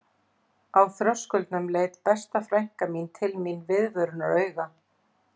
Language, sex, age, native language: Icelandic, female, 40-49, Icelandic